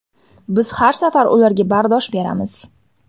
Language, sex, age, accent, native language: Uzbek, female, 18-24, Surxondaryo, Uzbek